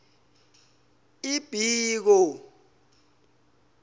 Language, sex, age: South Ndebele, male, 20